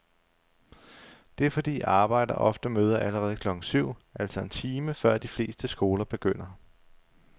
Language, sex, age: Danish, male, 35